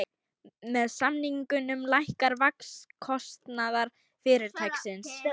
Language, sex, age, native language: Icelandic, female, 18-19, Icelandic